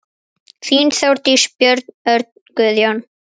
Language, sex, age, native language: Icelandic, female, 8, Icelandic